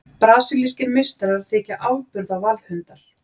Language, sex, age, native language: Icelandic, female, 40-49, Icelandic